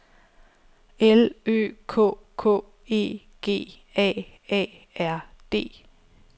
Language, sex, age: Danish, female, 34